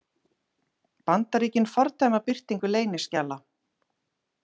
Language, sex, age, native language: Icelandic, female, 40-49, Icelandic